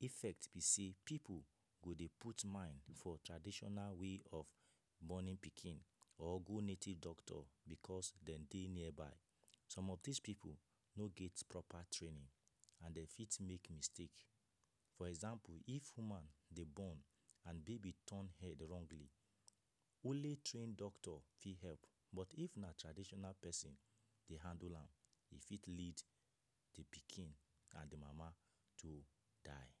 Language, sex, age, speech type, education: Nigerian Pidgin, male, 15-29, spontaneous, tertiary